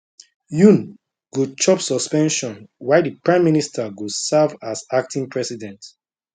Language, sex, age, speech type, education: Nigerian Pidgin, male, 30-45, spontaneous, tertiary